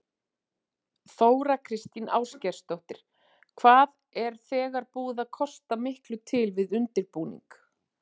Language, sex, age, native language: Icelandic, female, 40-49, Icelandic